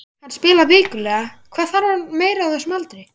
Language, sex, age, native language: Icelandic, male, 11, Icelandic